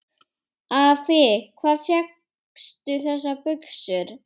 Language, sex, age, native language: Icelandic, female, 8, Icelandic